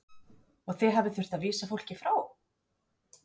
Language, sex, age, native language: Icelandic, female, 40-49, Icelandic